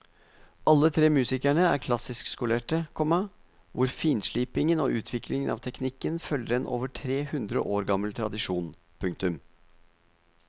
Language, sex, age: Norwegian, male, 50